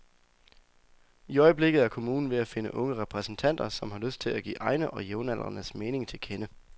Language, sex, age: Danish, male, 24